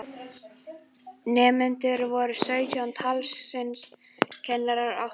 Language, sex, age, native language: Icelandic, female, 12, Icelandic